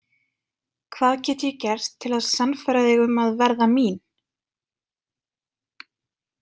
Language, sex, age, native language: Icelandic, female, 20-29, Icelandic